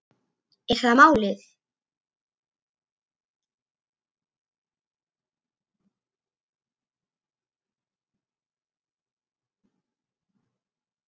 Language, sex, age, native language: Icelandic, female, 8, Icelandic